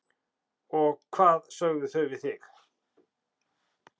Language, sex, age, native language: Icelandic, male, 40-49, Icelandic